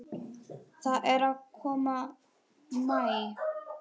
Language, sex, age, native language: Icelandic, male, 6, Icelandic